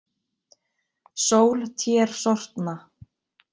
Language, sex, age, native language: Icelandic, female, 20-29, Icelandic